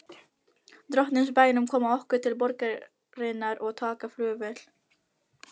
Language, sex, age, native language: Icelandic, female, 18-19, Filipino